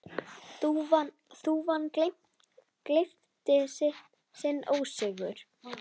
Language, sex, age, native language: Icelandic, female, 10, Icelandic